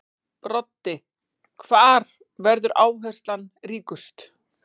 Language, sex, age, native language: Icelandic, female, 40-49, Icelandic